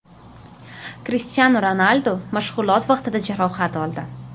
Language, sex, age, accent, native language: Uzbek, female, 12-17, Toshkent shahri, Uzbek